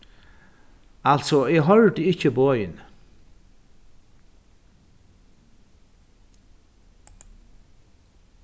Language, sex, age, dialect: Faroese, male, 61+, Norðuroyggjar